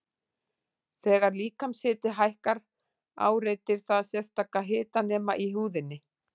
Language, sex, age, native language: Icelandic, female, 40-49, Icelandic